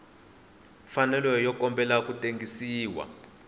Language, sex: Tsonga, male